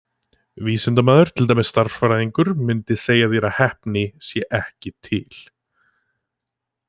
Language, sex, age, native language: Icelandic, male, 20-29, Icelandic